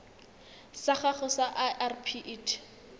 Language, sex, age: Tswana, female, 21